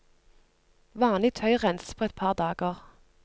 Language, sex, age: Norwegian, female, 25